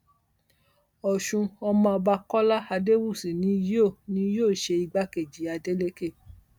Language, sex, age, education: Yoruba, female, 46-60, tertiary